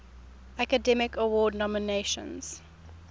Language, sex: English, female